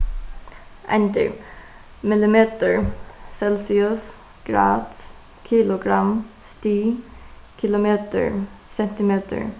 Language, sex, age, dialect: Faroese, female, 15-35, Suðuroy